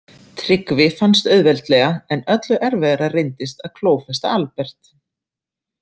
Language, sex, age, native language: Icelandic, female, 30-39, Icelandic